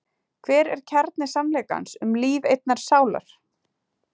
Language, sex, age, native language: Icelandic, female, 40-49, Icelandic